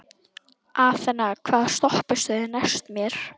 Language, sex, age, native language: Icelandic, female, 11, Icelandic